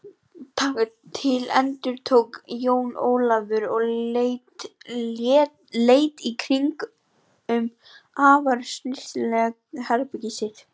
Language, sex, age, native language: Icelandic, female, 18-19, Icelandic